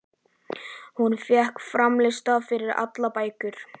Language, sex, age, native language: Icelandic, male, 11, Icelandic